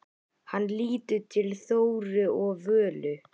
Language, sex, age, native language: Icelandic, male, 11, Icelandic